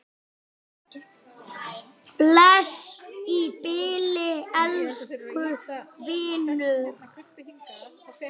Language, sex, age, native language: Icelandic, male, 6, Icelandic